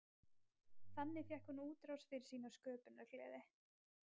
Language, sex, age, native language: Icelandic, female, 20-29, Icelandic